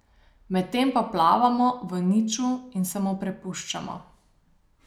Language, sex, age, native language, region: Slovenian, female, 30-49, Slovenian, Savinja region